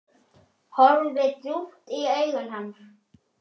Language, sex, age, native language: Icelandic, male, 10, Icelandic